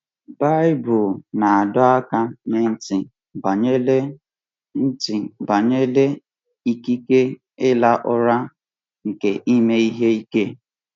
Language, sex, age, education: Igbo, male, 15-29, tertiary